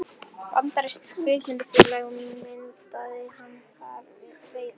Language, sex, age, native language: Icelandic, female, 11, Icelandic